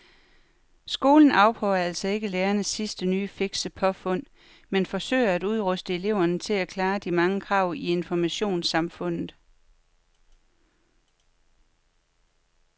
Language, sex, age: Danish, female, 43